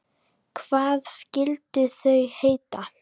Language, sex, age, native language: Icelandic, female, 10, Icelandic